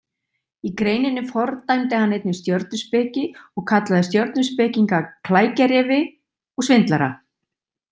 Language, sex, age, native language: Icelandic, female, 60-69, Icelandic